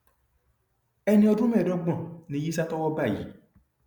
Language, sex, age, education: Yoruba, male, 30-45, tertiary